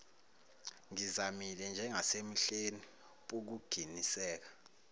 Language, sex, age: Zulu, male, 19